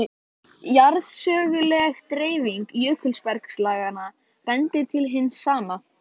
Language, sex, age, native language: Icelandic, male, 13, Icelandic